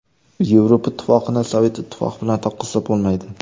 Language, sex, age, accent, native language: Uzbek, male, 18-24, Jizzax, Uzbek